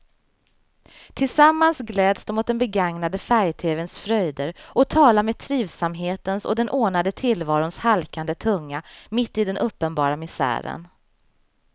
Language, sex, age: Swedish, female, 35